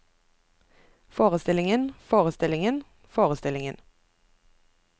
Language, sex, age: Norwegian, female, 24